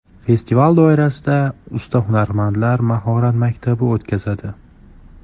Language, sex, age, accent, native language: Uzbek, male, 18-24, Farg'ona, Tajik